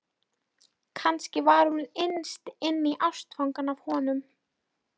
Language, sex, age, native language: Icelandic, female, 13, Polish